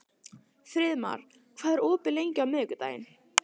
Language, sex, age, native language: Icelandic, female, 14, Italian